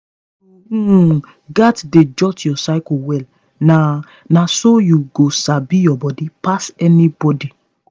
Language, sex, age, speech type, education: Nigerian Pidgin, female, 15-29, spontaneous, tertiary